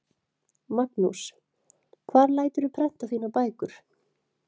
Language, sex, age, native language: Icelandic, female, 30-39, Icelandic